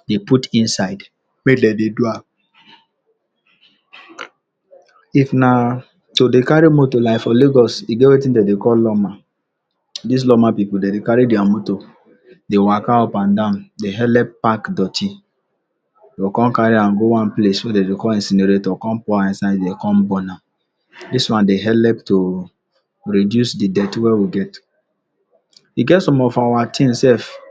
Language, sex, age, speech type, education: Nigerian Pidgin, male, 46-60, spontaneous, tertiary